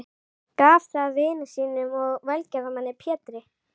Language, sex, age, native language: Icelandic, female, 11, Icelandic